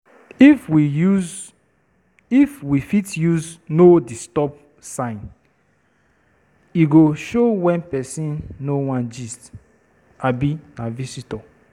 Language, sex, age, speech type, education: Nigerian Pidgin, female, 30-45, spontaneous, tertiary